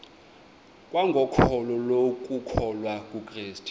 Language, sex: Xhosa, male